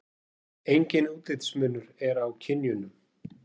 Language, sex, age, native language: Icelandic, male, 40-49, Icelandic